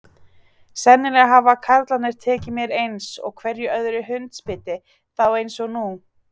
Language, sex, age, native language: Icelandic, female, 30-39, Icelandic